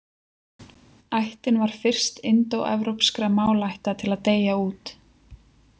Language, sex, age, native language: Icelandic, female, 20-29, Icelandic